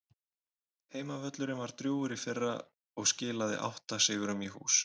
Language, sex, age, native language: Icelandic, male, 20-29, Icelandic